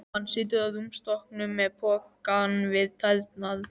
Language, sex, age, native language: Icelandic, male, 11, Icelandic